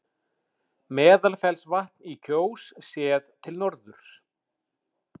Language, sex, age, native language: Icelandic, male, 40-49, Icelandic